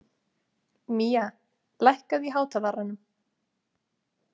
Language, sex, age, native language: Icelandic, female, 30-39, Icelandic